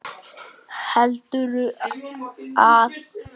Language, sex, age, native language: Icelandic, male, 8, Icelandic